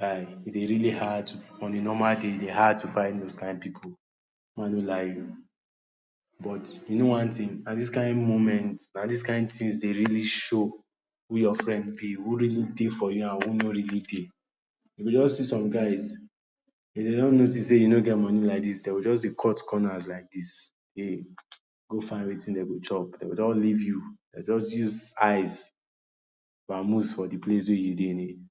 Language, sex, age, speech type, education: Nigerian Pidgin, male, 30-45, spontaneous, tertiary